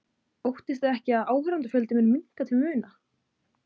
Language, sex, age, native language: Icelandic, female, 20-29, Icelandic